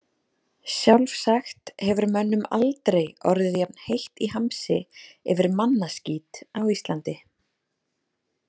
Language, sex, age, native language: Icelandic, female, 30-39, Icelandic